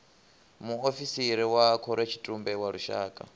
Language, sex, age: Venda, male, 24